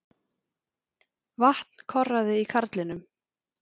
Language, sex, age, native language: Icelandic, female, 40-49, Icelandic